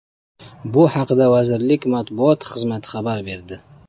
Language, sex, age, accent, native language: Uzbek, male, 25-34, Namangan, Uzbek